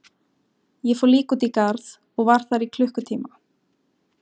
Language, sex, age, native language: Icelandic, female, 17, Icelandic